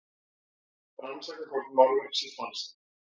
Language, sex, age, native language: Icelandic, male, 40-49, Icelandic